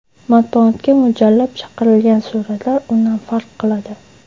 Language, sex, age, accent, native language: Uzbek, female, 18-24, Toshkent shahri, Uzbek